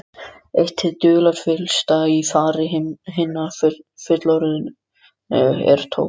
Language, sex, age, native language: Icelandic, other, 13, Icelandic